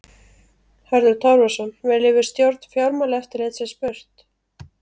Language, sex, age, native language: Icelandic, female, 30-39, Icelandic